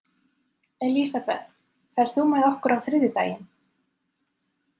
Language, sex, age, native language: Icelandic, female, 30-39, Icelandic